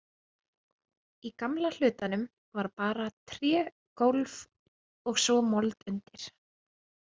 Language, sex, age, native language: Icelandic, female, 30-39, Icelandic